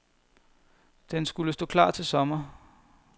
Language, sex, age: Danish, male, 21